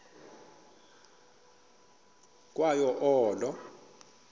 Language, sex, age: Xhosa, male, 24